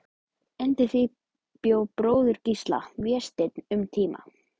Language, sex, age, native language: Icelandic, male, 12, Icelandic